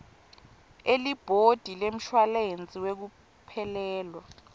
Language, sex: Swati, female